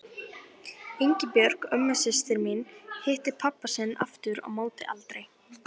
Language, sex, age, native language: Icelandic, female, 11, Icelandic